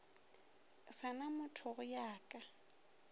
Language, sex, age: Northern Sotho, female, 23